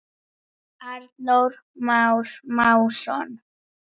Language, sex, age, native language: Icelandic, female, 9, Icelandic